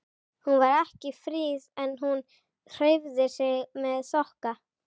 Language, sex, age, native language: Icelandic, female, 11, Icelandic